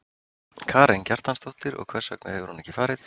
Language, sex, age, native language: Icelandic, male, 50-59, Icelandic